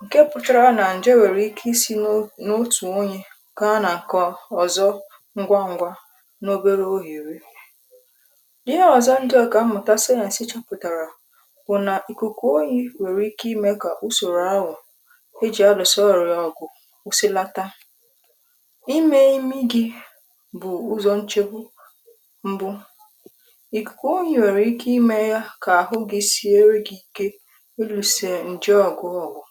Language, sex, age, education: Igbo, female, 15-29, tertiary